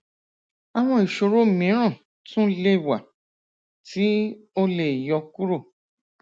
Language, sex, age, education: Yoruba, female, 46-60, tertiary